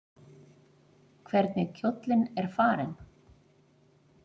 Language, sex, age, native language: Icelandic, female, 40-49, Icelandic